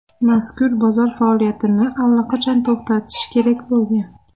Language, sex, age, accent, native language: Uzbek, female, 25-34, Andijon, Uzbek